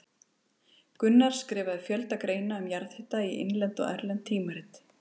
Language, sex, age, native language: Icelandic, female, 30-39, Icelandic